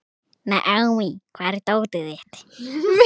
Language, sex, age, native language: Icelandic, female, 18-19, Thai